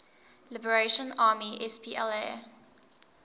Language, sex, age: English, female, 19